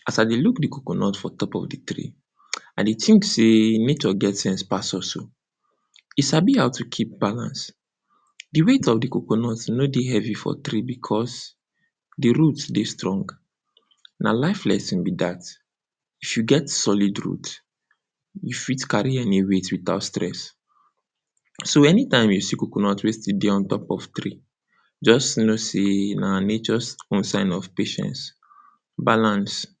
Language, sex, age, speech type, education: Nigerian Pidgin, male, 46-60, spontaneous, tertiary